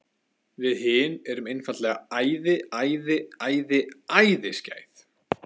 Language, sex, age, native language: Icelandic, male, 20-29, Icelandic